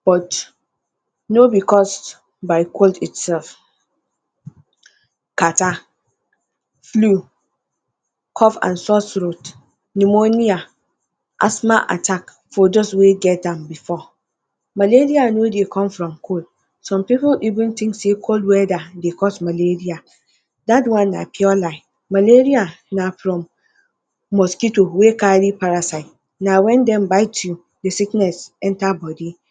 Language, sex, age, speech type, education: Nigerian Pidgin, female, 15-29, spontaneous, tertiary